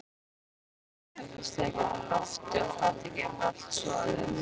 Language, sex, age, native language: Icelandic, female, 15, Icelandic